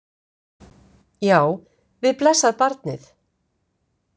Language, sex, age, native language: Icelandic, female, 50-59, Icelandic